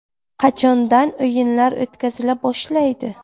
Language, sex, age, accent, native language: Uzbek, female, 19-29, Buxoro, Uzbek